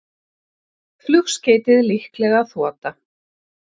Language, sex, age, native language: Icelandic, female, 50-59, Icelandic